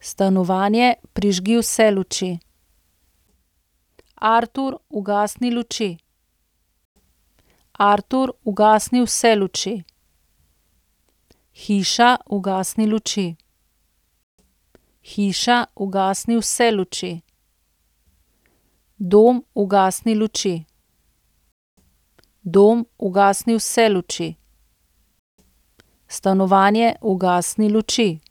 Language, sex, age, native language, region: Slovenian, female, 30-49, Slovenian, Central Slovenia